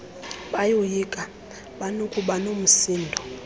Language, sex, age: Xhosa, female, 24